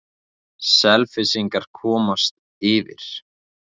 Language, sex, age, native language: Icelandic, male, 20-29, Icelandic